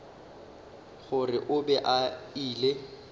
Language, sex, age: Northern Sotho, male, 35